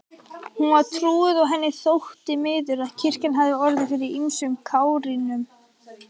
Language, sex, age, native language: Icelandic, female, 18-19, Icelandic